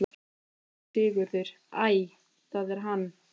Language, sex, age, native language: Icelandic, male, 13, Icelandic